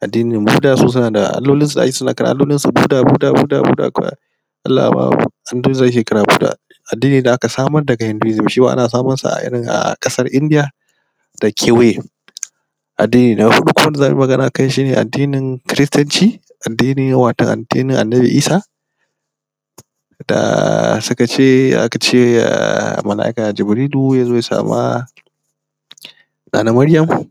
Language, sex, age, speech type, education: Hausa, male, 30-45, spontaneous, primary